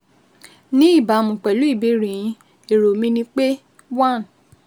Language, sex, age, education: Yoruba, female, 15-29, tertiary